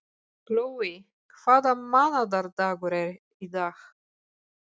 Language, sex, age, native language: Icelandic, female, 40-49, Polish